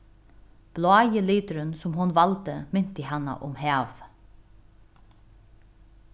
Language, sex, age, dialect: Faroese, female, 36-60, Norðuroyggjar